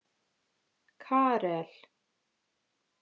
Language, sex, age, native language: Icelandic, female, 20-29, Icelandic